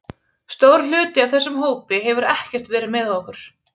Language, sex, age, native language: Icelandic, female, 30-39, Icelandic